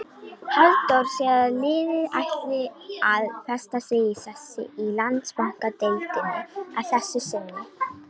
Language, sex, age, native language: Icelandic, female, 18-19, Icelandic